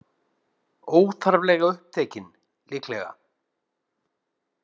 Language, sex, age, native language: Icelandic, male, 50-59, Icelandic